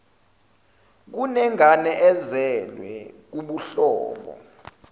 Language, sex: Zulu, male